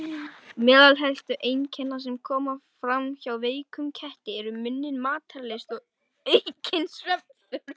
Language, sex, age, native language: Icelandic, male, 18-19, Icelandic